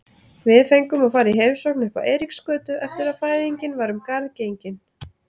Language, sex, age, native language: Icelandic, female, 30-39, Icelandic